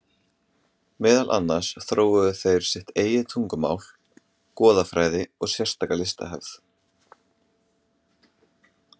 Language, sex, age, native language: Icelandic, male, 20-29, Icelandic